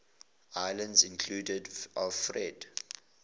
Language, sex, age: English, male, 20